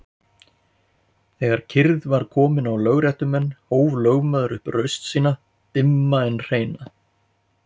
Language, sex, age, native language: Icelandic, male, 40-49, Icelandic